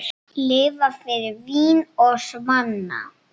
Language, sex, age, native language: Icelandic, female, 7, Icelandic